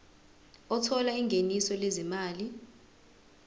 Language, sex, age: Zulu, female, 20